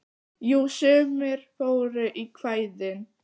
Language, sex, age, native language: Icelandic, female, 9, Icelandic